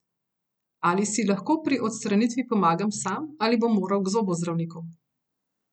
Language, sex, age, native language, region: Slovenian, female, 30-49, Slovenian, Gorenjska region